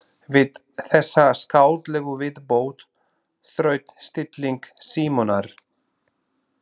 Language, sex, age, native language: Icelandic, male, 30-39, Slovak